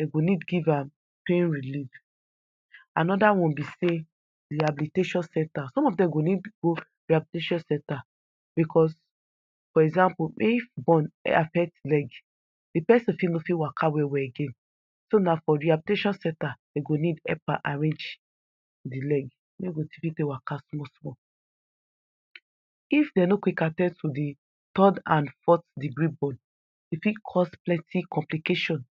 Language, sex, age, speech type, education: Nigerian Pidgin, female, 30-45, spontaneous, tertiary